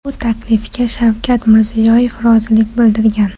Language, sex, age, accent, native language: Uzbek, female, 18-24, Toshkent shahri, Uzbek